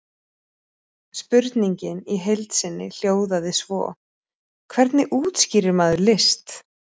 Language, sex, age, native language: Icelandic, female, 30-39, Icelandic